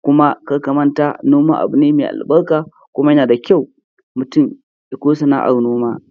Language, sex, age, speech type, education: Hausa, male, 15-29, spontaneous, primary